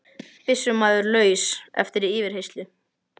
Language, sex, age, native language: Icelandic, male, 18-19, Icelandic